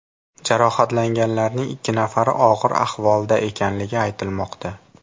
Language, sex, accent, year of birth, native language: Uzbek, male, Farg'ona, 2000, Uzbek